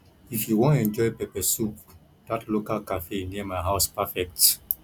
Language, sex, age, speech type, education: Nigerian Pidgin, male, 15-29, spontaneous, tertiary